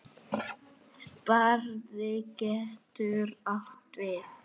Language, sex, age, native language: Icelandic, female, 8, Icelandic